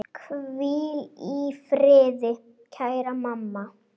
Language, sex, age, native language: Icelandic, female, 8, Icelandic